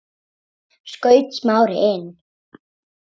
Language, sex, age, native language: Icelandic, female, 7, Icelandic